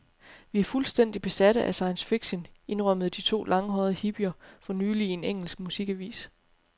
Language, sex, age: Danish, female, 30